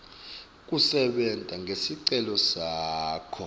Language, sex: Swati, male